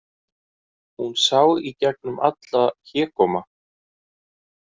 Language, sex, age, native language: Icelandic, male, 40-49, Icelandic